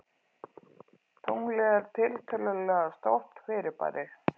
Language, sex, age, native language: Icelandic, female, 40-49, Icelandic